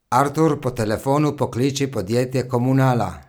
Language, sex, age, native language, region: Slovenian, male, 30-49, Slovenian, Gorica region